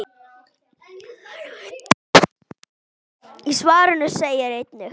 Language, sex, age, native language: Icelandic, male, 10, Icelandic